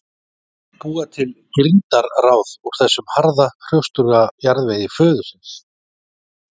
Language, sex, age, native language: Icelandic, male, 40-49, Icelandic